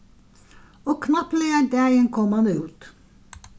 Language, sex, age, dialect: Faroese, female, 61+, Vágar